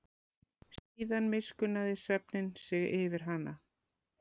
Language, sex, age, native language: Icelandic, female, 40-49, Icelandic